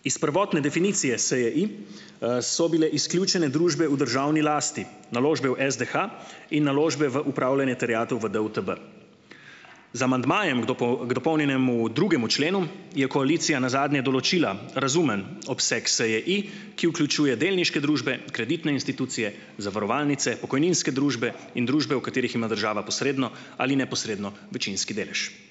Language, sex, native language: Slovenian, male, Slovenian